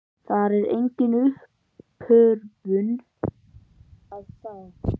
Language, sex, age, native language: Icelandic, male, 11, Icelandic